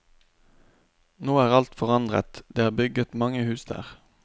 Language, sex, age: Norwegian, male, 29